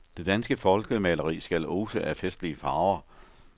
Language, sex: Danish, male